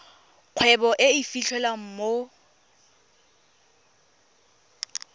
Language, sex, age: Tswana, female, 23